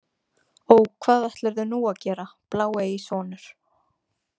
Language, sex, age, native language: Icelandic, female, 20-29, Icelandic